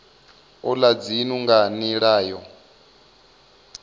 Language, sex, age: Venda, male, 25